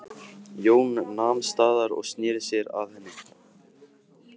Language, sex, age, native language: Icelandic, male, 15, Icelandic